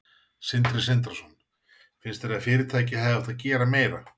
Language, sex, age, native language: Icelandic, male, 40-49, Icelandic